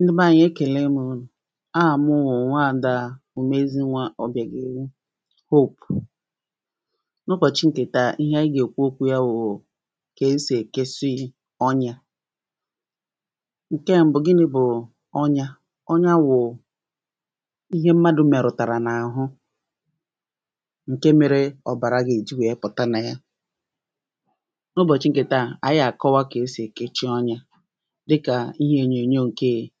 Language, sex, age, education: Igbo, female, 30-45, primary